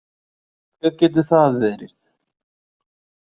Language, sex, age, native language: Icelandic, male, 40-49, Icelandic